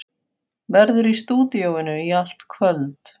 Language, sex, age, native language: Icelandic, female, 40-49, Faroese